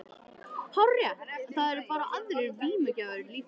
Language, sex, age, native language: Icelandic, male, 13, Icelandic